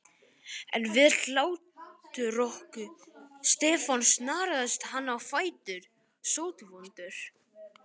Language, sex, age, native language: Icelandic, male, 12, Icelandic